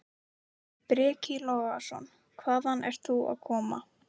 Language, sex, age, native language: Icelandic, female, 18-19, Icelandic